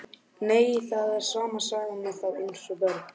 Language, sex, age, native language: Icelandic, male, 12, Icelandic